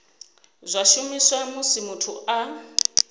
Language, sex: Venda, female